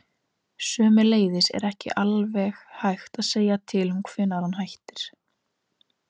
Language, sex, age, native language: Icelandic, female, 18-19, Icelandic